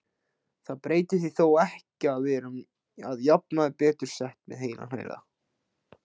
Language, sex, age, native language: Icelandic, male, 16, Icelandic